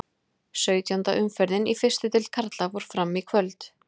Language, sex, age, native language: Icelandic, female, 20-29, Icelandic